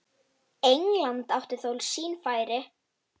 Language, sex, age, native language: Icelandic, female, 9, Icelandic